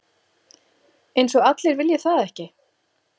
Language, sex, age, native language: Icelandic, female, 40-49, Icelandic